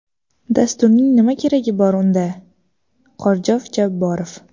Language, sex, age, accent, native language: Uzbek, female, under 19, Toshkent shahri, Uzbek